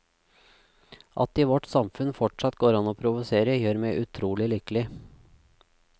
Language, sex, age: Norwegian, male, 36